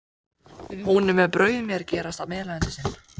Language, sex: Icelandic, other